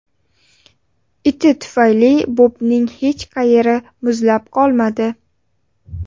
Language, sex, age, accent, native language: Uzbek, female, 18-24, Sirdaryo, Uzbek